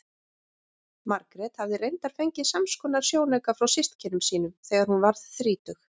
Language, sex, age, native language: Icelandic, female, 40-49, Icelandic